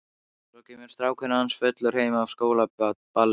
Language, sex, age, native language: Icelandic, male, 13, Icelandic